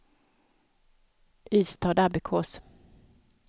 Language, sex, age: Swedish, female, 55